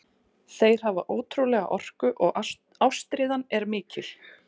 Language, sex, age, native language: Icelandic, female, 40-49, Icelandic